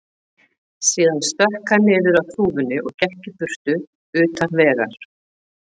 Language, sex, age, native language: Icelandic, female, 40-49, Icelandic